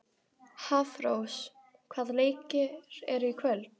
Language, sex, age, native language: Icelandic, female, 12, Icelandic